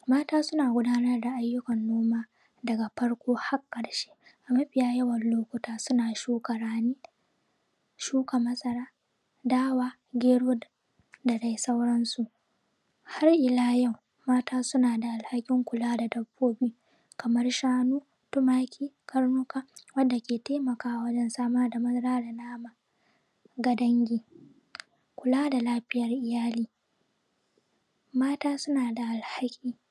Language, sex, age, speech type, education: Hausa, female, 15-29, spontaneous, primary